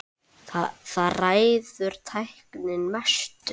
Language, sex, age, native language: Icelandic, male, 8, Icelandic